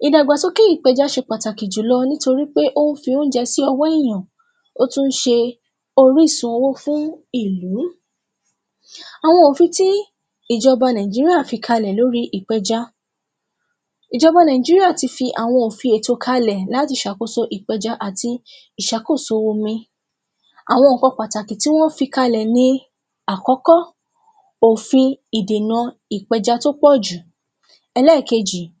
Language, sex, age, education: Yoruba, female, 15-29, tertiary